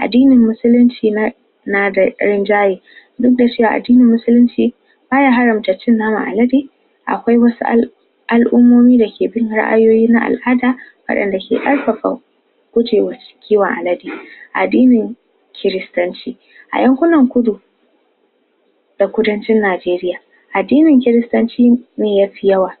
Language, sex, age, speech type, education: Hausa, female, 46-60, spontaneous, tertiary